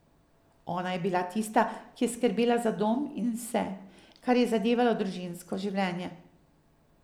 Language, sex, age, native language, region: Slovenian, female, 50-59, Slovenian, Drava region